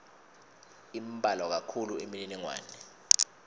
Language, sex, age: Swati, male, 22